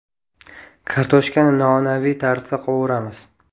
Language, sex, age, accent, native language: Uzbek, male, 18-24, Toshkent viloyati, Uzbek